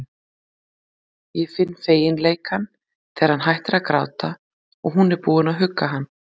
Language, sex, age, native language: Icelandic, female, 40-49, Icelandic